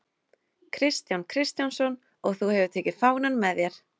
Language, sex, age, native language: Icelandic, female, 30-39, Icelandic